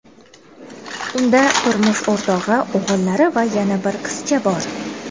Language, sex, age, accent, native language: Uzbek, female, 19-29, Toshkent viloyati, Uzbek